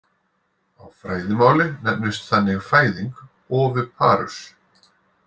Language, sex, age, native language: Icelandic, male, 40-49, Icelandic